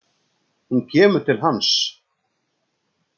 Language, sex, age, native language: Icelandic, male, 60-69, Icelandic